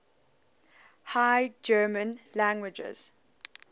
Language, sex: English, female